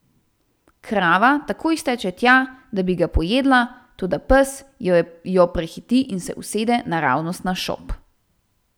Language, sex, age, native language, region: Slovenian, female, 18-29, Slovenian, Central Slovenia